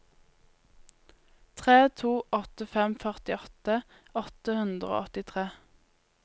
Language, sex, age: Norwegian, female, 20